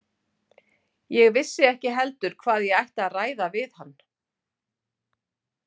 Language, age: Icelandic, 50-59